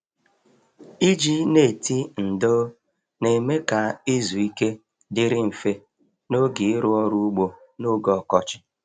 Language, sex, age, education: Igbo, male, 46-60, tertiary